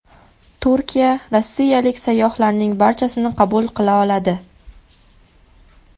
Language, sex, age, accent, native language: Uzbek, female, 19-29, Farg'ona, Uzbek